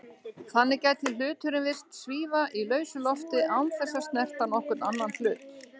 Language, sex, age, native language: Icelandic, female, 60-69, Icelandic